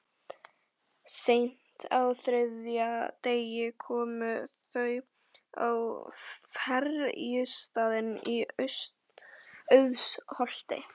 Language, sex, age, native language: Icelandic, female, 11, Icelandic